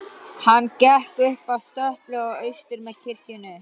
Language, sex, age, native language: Icelandic, male, 12, Icelandic